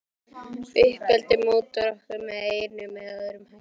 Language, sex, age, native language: Icelandic, female, 12, Icelandic